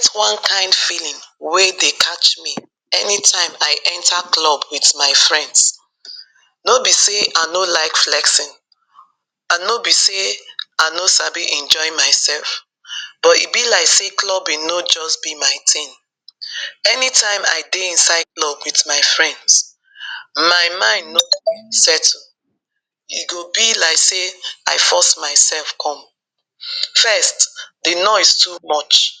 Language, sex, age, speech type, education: Nigerian Pidgin, female, 46-60, spontaneous, tertiary